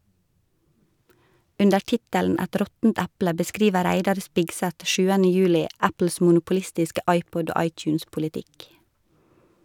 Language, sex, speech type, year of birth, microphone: Norwegian, female, read, 1985, Shure